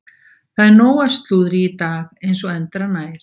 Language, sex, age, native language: Icelandic, female, 60-69, Icelandic